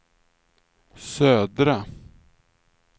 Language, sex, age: Swedish, male, 46